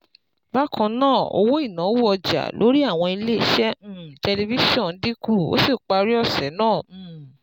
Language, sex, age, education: Yoruba, female, 30-45, tertiary